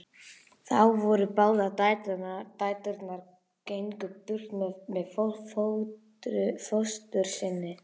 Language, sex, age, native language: Icelandic, female, 11, Icelandic